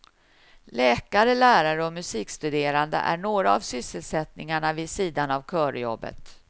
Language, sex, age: Swedish, female, 53